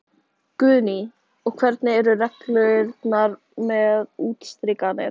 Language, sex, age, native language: Icelandic, female, 18-19, Icelandic